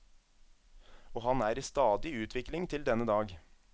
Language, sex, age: Norwegian, male, 27